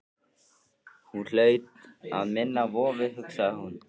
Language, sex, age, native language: Icelandic, male, 13, Icelandic